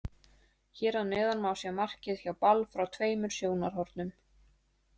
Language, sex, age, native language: Icelandic, female, 20-29, Icelandic